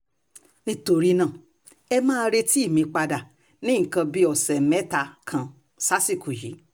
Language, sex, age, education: Yoruba, female, 30-45, tertiary